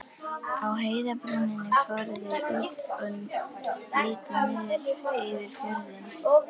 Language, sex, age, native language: Icelandic, female, 11, Icelandic